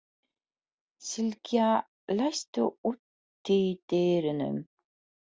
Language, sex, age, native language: Icelandic, female, 40-49, Polish